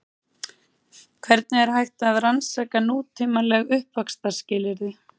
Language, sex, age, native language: Icelandic, female, 30-39, Icelandic